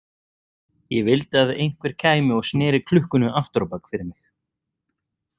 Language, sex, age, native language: Icelandic, male, 30-39, Icelandic